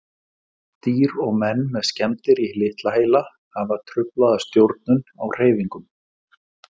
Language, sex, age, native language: Icelandic, male, 40-49, Icelandic